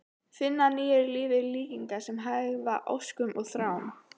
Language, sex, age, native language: Icelandic, female, 12, Icelandic